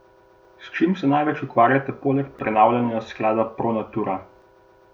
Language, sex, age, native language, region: Slovenian, male, 18-29, Slovenian, Gorenjska region